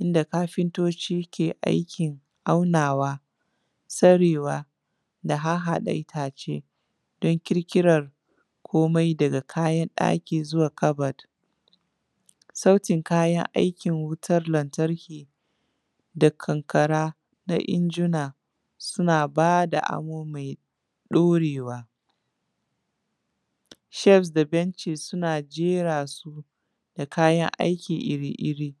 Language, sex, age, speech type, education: Hausa, female, 15-29, spontaneous, tertiary